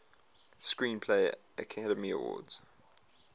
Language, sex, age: English, male, 22